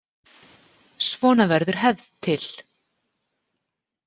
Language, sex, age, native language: Icelandic, female, 40-49, Icelandic